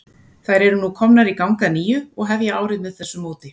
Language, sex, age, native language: Icelandic, female, 40-49, Icelandic